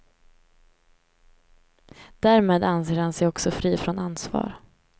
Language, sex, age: Swedish, female, 18